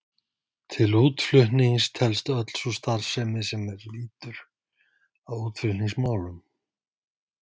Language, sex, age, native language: Icelandic, male, 50-59, Icelandic